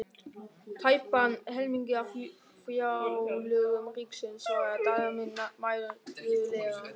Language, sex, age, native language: Icelandic, male, 13, German